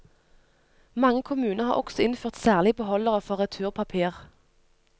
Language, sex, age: Norwegian, female, 25